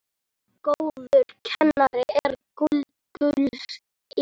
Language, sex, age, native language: Icelandic, male, 10, Icelandic